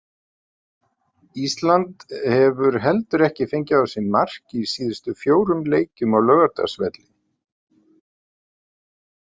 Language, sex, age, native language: Icelandic, male, 50-59, Icelandic